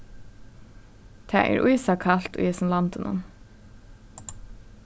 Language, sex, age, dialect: Faroese, female, 15-35, Suðurstreymoy